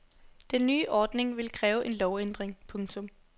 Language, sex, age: Danish, female, 21